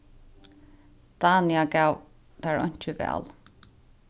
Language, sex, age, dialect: Faroese, female, 15-35, Sandoy